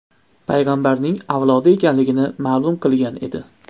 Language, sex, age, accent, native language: Uzbek, male, 25-34, Andijon, Uzbek